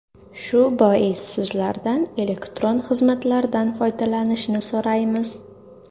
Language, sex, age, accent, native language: Uzbek, female, under 19, Toshkent shahri, Uzbek